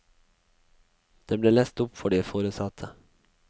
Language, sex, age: Norwegian, male, 21